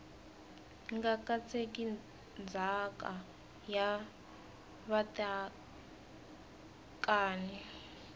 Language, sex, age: Tsonga, female, 18